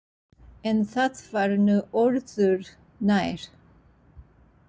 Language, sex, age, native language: Icelandic, female, 60-69, Japanese